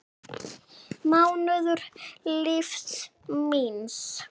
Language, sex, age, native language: Icelandic, male, 6, Icelandic